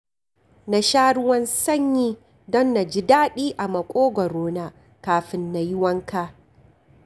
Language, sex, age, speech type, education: Hausa, female, 46-60, read, tertiary